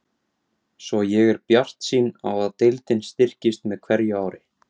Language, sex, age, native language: Icelandic, male, 17, Icelandic